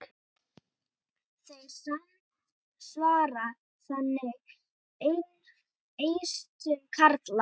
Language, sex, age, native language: Icelandic, female, 18-19, Icelandic